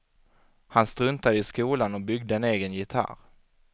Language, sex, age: Swedish, male, 25